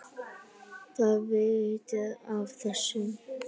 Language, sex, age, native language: Icelandic, female, 9, Icelandic